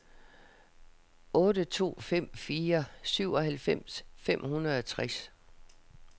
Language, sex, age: Danish, female, 67